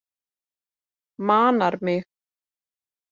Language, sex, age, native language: Icelandic, female, 40-49, Icelandic